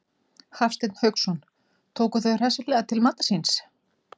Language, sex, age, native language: Icelandic, female, 40-49, Icelandic